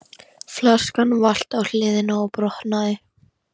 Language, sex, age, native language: Icelandic, female, 13, Icelandic